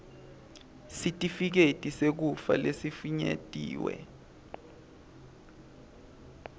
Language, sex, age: Swati, male, 20